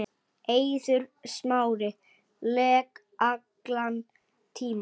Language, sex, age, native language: Icelandic, male, 8, Icelandic